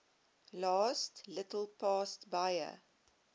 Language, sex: English, female